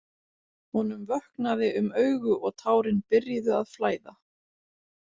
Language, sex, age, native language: Icelandic, female, 40-49, Icelandic